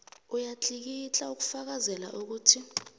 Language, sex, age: South Ndebele, female, 24